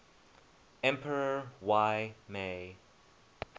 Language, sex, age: English, male, 21